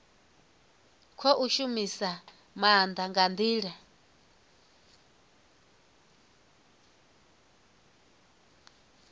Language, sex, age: Venda, female, 24